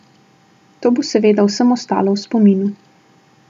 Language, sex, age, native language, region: Slovenian, female, 18-29, Slovenian, Southeast Slovenia